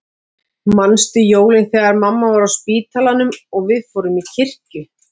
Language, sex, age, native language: Icelandic, female, 40-49, Icelandic